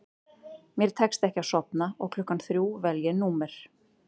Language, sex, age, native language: Icelandic, female, 30-39, Icelandic